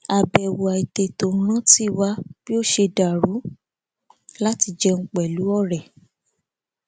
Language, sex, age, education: Yoruba, female, 15-29, tertiary